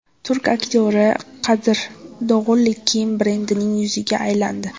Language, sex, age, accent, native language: Uzbek, female, 18-24, Toshkent viloyati, Uzbek